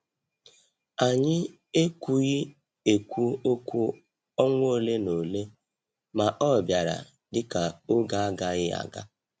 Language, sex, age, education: Igbo, male, 46-60, tertiary